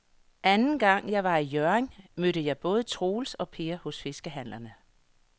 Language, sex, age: Danish, female, 58